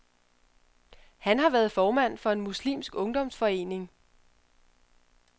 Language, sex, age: Danish, female, 31